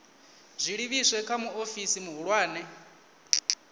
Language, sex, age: Venda, male, 19